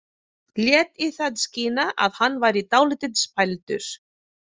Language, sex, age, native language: Icelandic, female, 40-49, Filipino